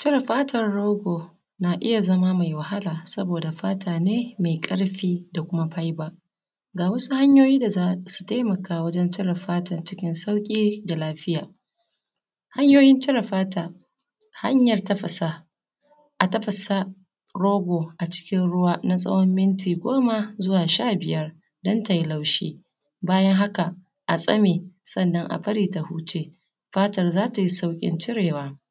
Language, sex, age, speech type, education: Hausa, female, 30-45, spontaneous, secondary